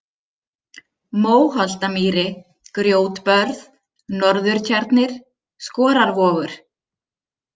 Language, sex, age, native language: Icelandic, female, 30-39, Icelandic